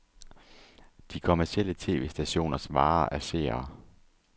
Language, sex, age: Danish, male, 30